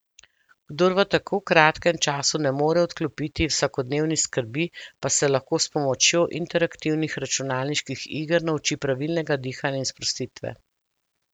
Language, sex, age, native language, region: Slovenian, female, 50-59, Slovenian, Central Slovenia